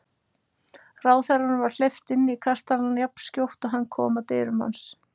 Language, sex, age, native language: Icelandic, female, 30-39, Icelandic